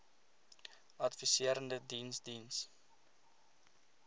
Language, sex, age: Afrikaans, male, 20